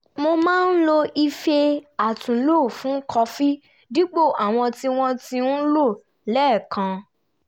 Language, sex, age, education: Yoruba, female, 15-29, tertiary